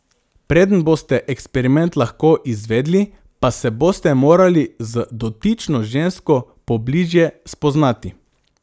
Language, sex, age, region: Slovenian, male, 18-29, Drava region